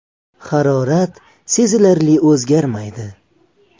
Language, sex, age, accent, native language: Uzbek, male, 18-24, Surxondaryo, Uzbek